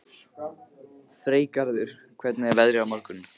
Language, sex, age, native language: Icelandic, male, 15, Icelandic